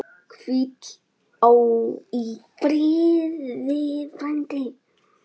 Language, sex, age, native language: Icelandic, male, 9, Icelandic